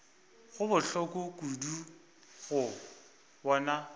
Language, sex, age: Northern Sotho, male, 24